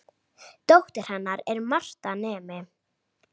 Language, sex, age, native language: Icelandic, female, 8, Icelandic